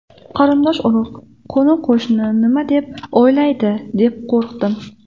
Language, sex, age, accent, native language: Uzbek, female, 18-24, Namangan, Uzbek